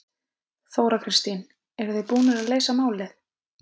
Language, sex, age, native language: Icelandic, female, 20-29, Icelandic